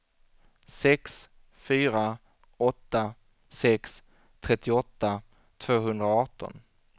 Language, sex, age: Swedish, male, 25